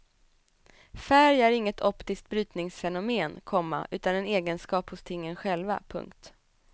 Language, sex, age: Swedish, female, 27